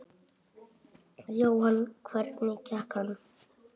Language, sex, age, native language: Icelandic, male, 8, Icelandic